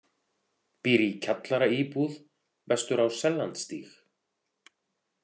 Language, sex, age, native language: Icelandic, male, 40-49, Icelandic